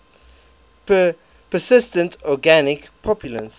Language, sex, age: English, male, 23